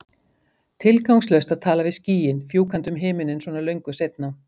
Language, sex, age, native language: Icelandic, female, 50-59, Icelandic